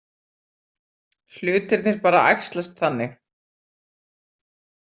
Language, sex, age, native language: Icelandic, female, 40-49, Icelandic